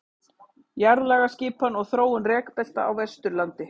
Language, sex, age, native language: Icelandic, female, 50-59, Icelandic